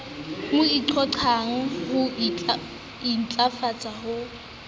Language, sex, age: Southern Sotho, female, 18